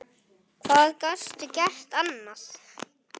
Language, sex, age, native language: Icelandic, male, 8, Icelandic